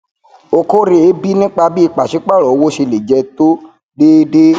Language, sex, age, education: Yoruba, male, 30-45, tertiary